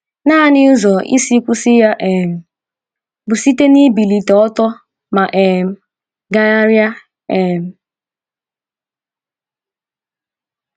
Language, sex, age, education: Igbo, female, 15-29, tertiary